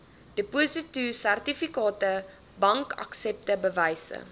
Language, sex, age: Afrikaans, female, 20